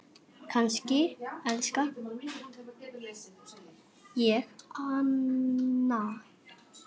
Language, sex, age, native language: Icelandic, male, 6, Icelandic